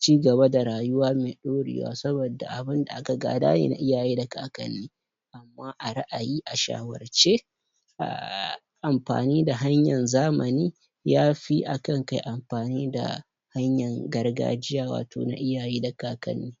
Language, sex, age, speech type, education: Hausa, male, 15-29, spontaneous, primary